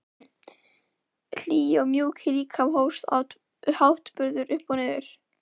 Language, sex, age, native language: Icelandic, female, 11, Icelandic